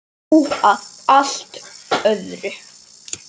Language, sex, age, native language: Icelandic, male, 10, Icelandic